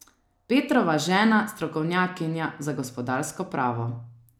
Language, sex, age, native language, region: Slovenian, female, 30-49, Slovenian, Savinja region